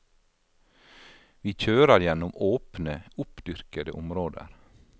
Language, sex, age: Norwegian, male, 52